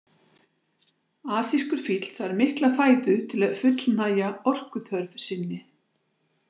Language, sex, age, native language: Icelandic, female, 60-69, Icelandic